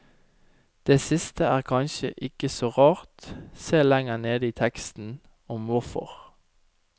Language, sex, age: Norwegian, male, 29